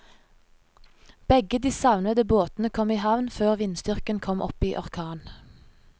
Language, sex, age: Norwegian, female, 30